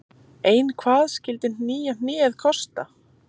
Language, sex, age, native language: Icelandic, female, 30-39, Icelandic